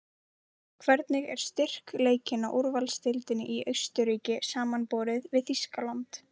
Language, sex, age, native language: Icelandic, female, 18-19, Icelandic